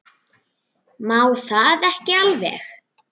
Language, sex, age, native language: Icelandic, male, 9, Icelandic